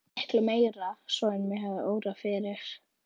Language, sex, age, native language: Icelandic, female, 11, Icelandic